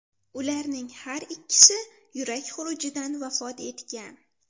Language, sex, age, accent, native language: Uzbek, female, 12-17, Farg'ona, Uzbek